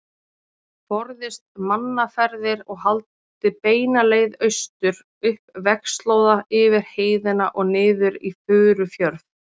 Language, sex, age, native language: Icelandic, female, 30-39, Icelandic